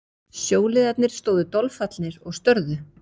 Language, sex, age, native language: Icelandic, female, 40-49, Icelandic